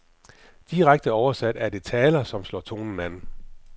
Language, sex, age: Danish, male, 44